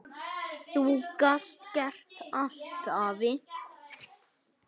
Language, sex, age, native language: Icelandic, male, 9, Icelandic